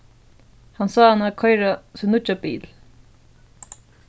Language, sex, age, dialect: Faroese, female, 15-35, Suðurstreymoy